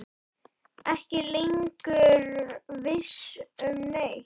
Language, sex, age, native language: Icelandic, male, 10, Icelandic